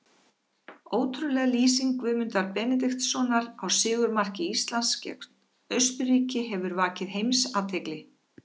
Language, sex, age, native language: Icelandic, female, 50-59, Icelandic